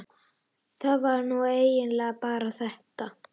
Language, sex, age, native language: Icelandic, female, 12, Icelandic